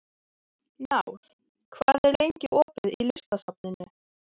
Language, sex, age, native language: Icelandic, female, 30-39, Icelandic